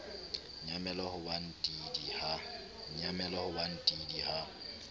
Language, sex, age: Southern Sotho, male, 29